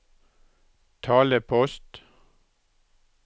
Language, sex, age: Norwegian, male, 63